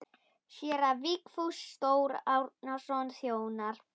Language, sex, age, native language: Icelandic, female, 10, Icelandic